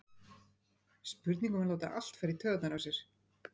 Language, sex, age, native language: Icelandic, female, 50-59, Icelandic